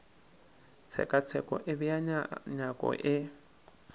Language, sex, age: Northern Sotho, male, 19